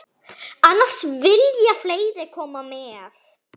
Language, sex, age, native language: Icelandic, female, 10, Icelandic